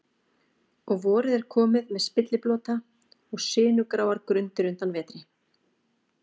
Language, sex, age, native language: Icelandic, female, 40-49, Icelandic